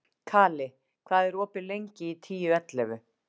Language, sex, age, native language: Icelandic, female, 50-59, Icelandic